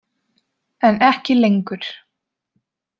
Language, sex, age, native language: Icelandic, female, 20-29, Icelandic